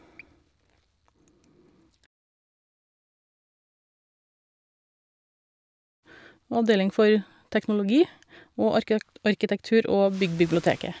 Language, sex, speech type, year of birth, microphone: Norwegian, female, spontaneous, 1972, Shure